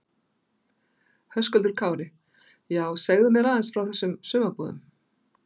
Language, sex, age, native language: Icelandic, female, 60-69, Icelandic